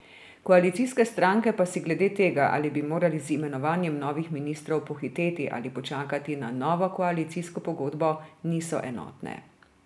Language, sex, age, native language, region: Slovenian, female, 30-49, Slovenian, Drava region